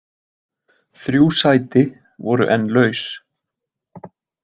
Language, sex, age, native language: Icelandic, male, 20-29, Icelandic